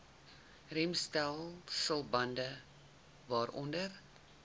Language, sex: Afrikaans, female